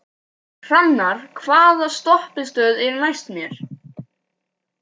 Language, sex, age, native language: Icelandic, male, 12, Icelandic